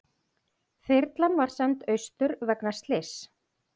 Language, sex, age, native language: Icelandic, female, 40-49, Icelandic